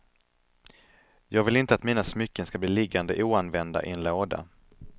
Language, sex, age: Swedish, male, 31